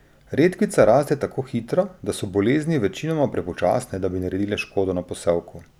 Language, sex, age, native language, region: Slovenian, male, 30-49, Slovenian, Drava region